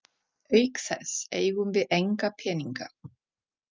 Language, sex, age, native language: Icelandic, female, 40-49, Czech